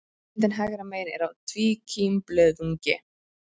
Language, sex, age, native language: Icelandic, female, 30-39, Icelandic